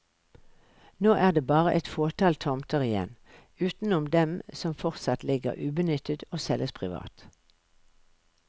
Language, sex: Norwegian, female